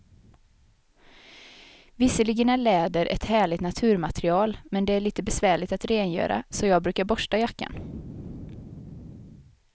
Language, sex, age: Swedish, female, 22